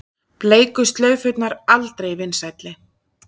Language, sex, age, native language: Icelandic, female, 30-39, Icelandic